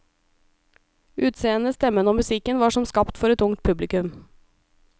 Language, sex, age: Norwegian, female, 37